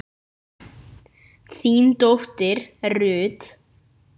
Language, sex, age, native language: Icelandic, male, 9, Icelandic